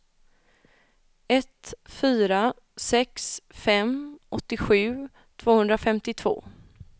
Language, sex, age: Swedish, female, 31